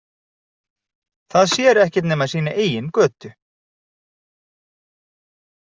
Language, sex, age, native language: Icelandic, male, 40-49, Icelandic